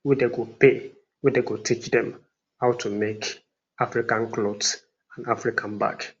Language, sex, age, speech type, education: Nigerian Pidgin, male, 46-60, spontaneous, tertiary